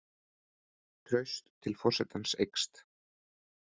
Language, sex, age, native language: Icelandic, male, 30-39, Icelandic